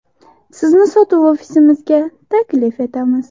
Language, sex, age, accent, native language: Uzbek, female, 18-24, Toshkent shahri, Uzbek